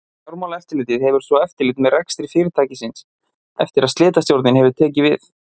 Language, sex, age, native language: Icelandic, male, 20-29, Icelandic